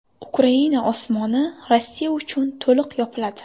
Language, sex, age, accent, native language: Uzbek, female, 18-24, Buxoro, Uzbek